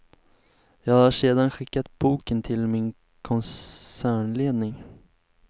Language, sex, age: Swedish, male, 19